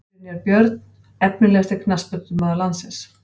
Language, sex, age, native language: Icelandic, female, 50-59, Icelandic